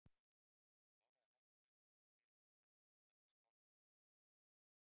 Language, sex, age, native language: Icelandic, male, 60-69, Icelandic